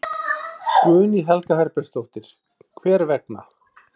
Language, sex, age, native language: Icelandic, male, 40-49, Icelandic